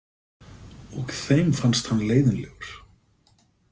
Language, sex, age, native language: Icelandic, male, 50-59, Icelandic